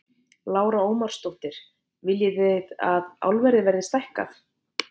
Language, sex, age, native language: Icelandic, female, 50-59, Icelandic